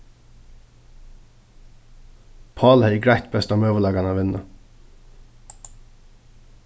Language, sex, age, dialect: Faroese, male, 15-35, Suðurstreymoy